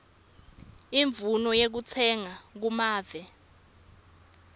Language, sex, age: Swati, female, 19